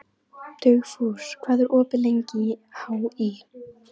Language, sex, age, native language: Icelandic, female, 13, Icelandic